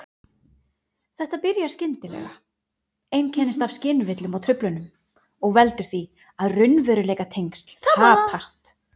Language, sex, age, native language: Icelandic, female, 40-49, Icelandic